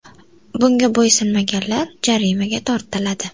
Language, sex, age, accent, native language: Uzbek, female, 18-24, Toshkent shahri, Uzbek